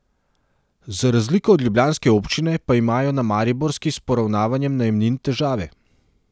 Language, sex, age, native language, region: Slovenian, male, 30-49, Serbian, Central Slovenia